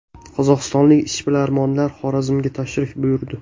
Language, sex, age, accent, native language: Uzbek, male, 18-24, Toshkent shahri, Uzbek